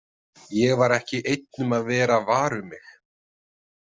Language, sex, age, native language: Icelandic, male, 30-39, Icelandic